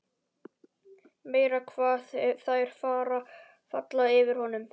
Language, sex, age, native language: Icelandic, male, 11, Icelandic